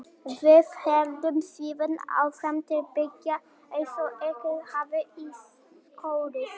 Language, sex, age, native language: Icelandic, male, 18-19, Icelandic